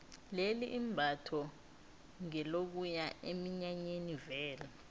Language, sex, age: South Ndebele, female, 19